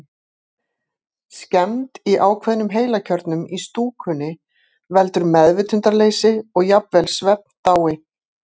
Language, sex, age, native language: Icelandic, female, 50-59, Icelandic